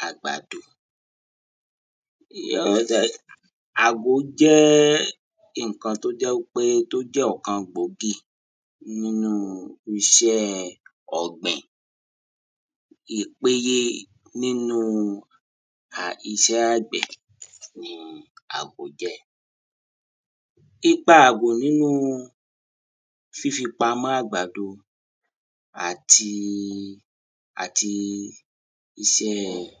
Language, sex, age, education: Yoruba, male, 30-45, tertiary